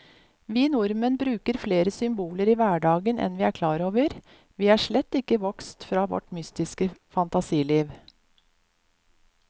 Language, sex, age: Norwegian, female, 50